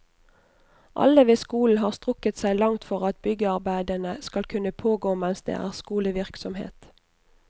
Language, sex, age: Norwegian, female, 29